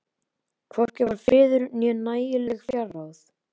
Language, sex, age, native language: Icelandic, male, 11, Icelandic